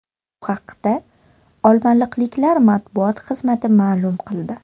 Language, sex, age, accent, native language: Uzbek, female, 18-24, Toshkent shahri, Uzbek